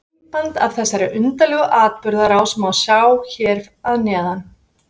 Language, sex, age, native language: Icelandic, female, 50-59, Icelandic